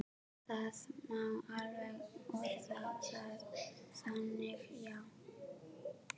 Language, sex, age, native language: Icelandic, female, 12, Icelandic